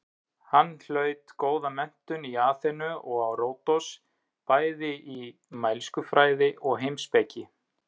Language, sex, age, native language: Icelandic, male, 30-39, Icelandic